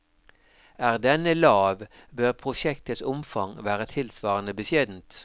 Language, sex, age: Norwegian, male, 52